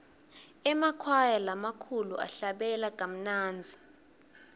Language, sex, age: Swati, female, 22